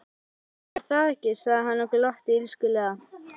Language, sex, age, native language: Icelandic, female, 12, Icelandic